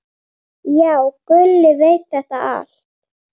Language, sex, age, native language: Icelandic, female, 9, Icelandic